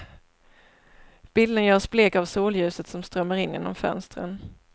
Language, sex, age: Swedish, female, 27